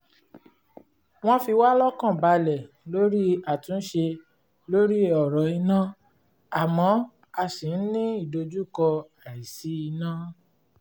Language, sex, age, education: Yoruba, female, 30-45, tertiary